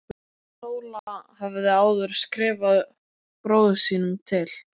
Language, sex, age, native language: Icelandic, male, 12, Icelandic